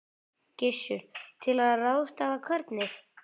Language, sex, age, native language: Icelandic, male, 10, Icelandic